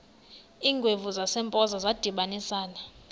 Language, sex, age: Xhosa, male, 19